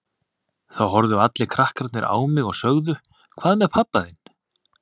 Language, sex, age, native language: Icelandic, male, 30-39, Icelandic